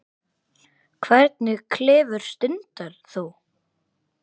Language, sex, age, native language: Icelandic, male, 8, Icelandic